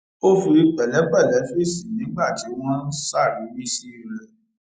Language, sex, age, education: Yoruba, male, 30-45, tertiary